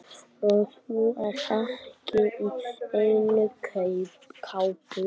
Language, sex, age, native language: Icelandic, male, 12, Icelandic